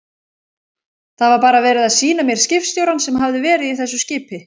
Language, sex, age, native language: Icelandic, female, 30-39, Icelandic